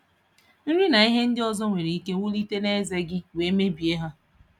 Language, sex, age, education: Igbo, female, 30-45, tertiary